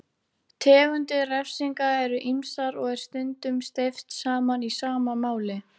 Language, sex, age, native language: Icelandic, female, 18-19, Icelandic